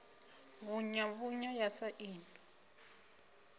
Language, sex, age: Venda, female, 25